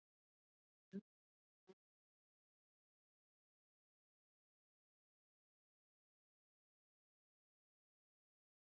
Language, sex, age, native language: Icelandic, male, 30-39, Icelandic